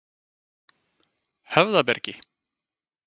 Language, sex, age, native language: Icelandic, male, 50-59, Icelandic